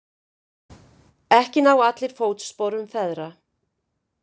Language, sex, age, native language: Icelandic, female, 50-59, Icelandic